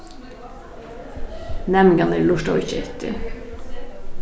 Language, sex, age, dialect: Faroese, female, 15-35, Vágar